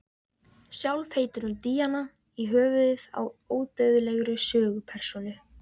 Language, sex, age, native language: Icelandic, female, 14, Icelandic